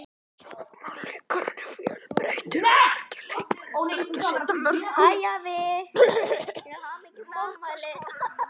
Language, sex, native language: Icelandic, male, Icelandic